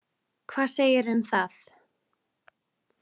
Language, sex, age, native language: Icelandic, female, 20-29, Icelandic